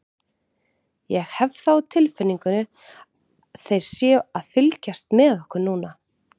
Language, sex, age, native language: Icelandic, female, 30-39, Icelandic